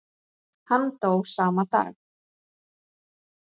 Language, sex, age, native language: Icelandic, female, 30-39, Icelandic